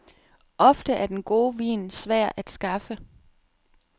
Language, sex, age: Danish, female, 37